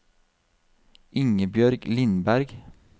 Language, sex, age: Norwegian, male, 32